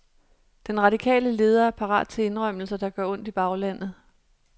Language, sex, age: Danish, female, 37